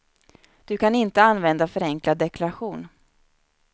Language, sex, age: Swedish, female, 29